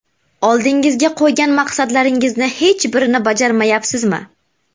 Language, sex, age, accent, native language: Uzbek, female, 18-24, Namangan, Uzbek